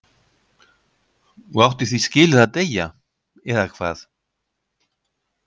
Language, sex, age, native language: Icelandic, male, 50-59, Icelandic